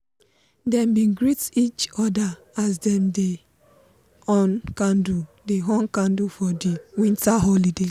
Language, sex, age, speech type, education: Nigerian Pidgin, female, 15-29, spontaneous, tertiary